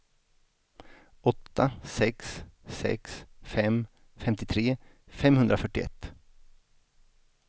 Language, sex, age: Swedish, male, 49